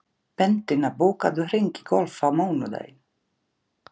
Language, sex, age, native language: Icelandic, other, 11, Icelandic